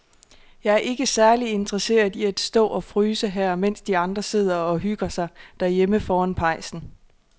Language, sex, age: Danish, female, 26